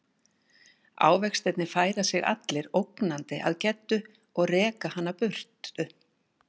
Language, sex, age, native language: Icelandic, female, 60-69, Icelandic